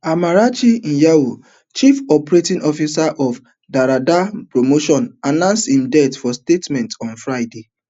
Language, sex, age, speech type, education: Nigerian Pidgin, male, 30-45, spontaneous, tertiary